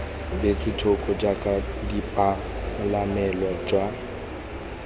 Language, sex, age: Tswana, male, 21